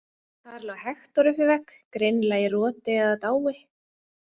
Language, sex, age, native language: Icelandic, female, 20-29, Icelandic